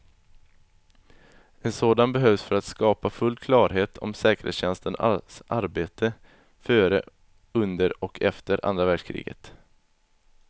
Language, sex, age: Swedish, male, 20